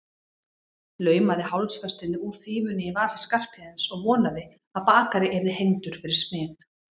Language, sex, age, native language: Icelandic, female, 40-49, Icelandic